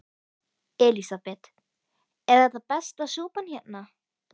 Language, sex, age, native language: Icelandic, female, 13, Icelandic